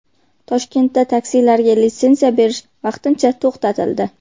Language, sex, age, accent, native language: Uzbek, female, 18-24, Qashqadaryo, Uzbek